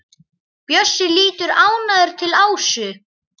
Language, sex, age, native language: Icelandic, male, 10, Icelandic